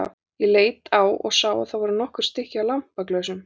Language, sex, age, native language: Icelandic, female, 40-49, Icelandic